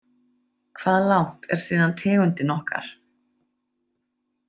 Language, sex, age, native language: Icelandic, female, 30-39, Icelandic